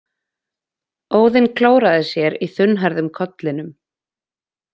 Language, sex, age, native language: Icelandic, female, 20-29, Icelandic